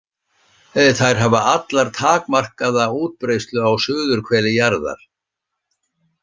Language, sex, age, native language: Icelandic, male, 60-69, Icelandic